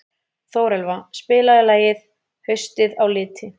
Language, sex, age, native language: Icelandic, female, 30-39, Icelandic